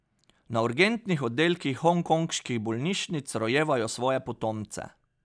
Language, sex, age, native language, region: Slovenian, male, 30-49, Slovenian, Pomurje region